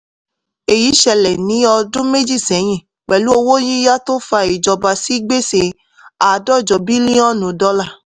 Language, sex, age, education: Yoruba, female, 15-29, tertiary